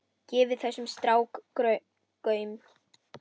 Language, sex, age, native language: Icelandic, female, 10, Icelandic